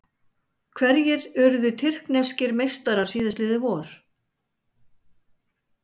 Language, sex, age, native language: Icelandic, male, 60-69, Icelandic